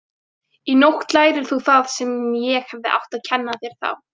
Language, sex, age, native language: Icelandic, female, 18-19, Icelandic